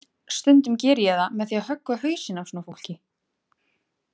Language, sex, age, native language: Icelandic, female, 20-29, Icelandic